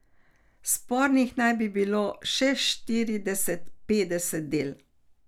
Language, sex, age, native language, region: Slovenian, female, 60+, Slovenian, Carinthia region